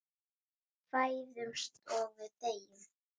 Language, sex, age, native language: Icelandic, female, 10, Icelandic